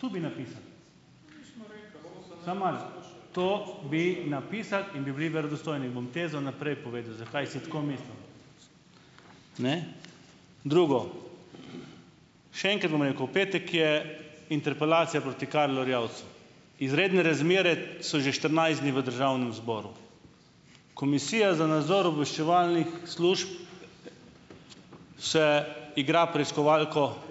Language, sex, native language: Slovenian, male, Slovenian